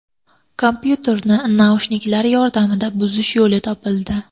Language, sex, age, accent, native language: Uzbek, female, 18-24, Qashqadaryo, Uzbek